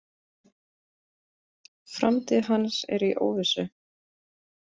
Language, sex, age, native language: Icelandic, female, 20-29, Icelandic